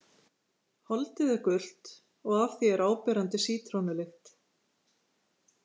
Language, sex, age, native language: Icelandic, female, 50-59, Icelandic